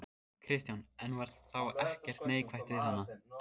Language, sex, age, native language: Icelandic, male, 14, Icelandic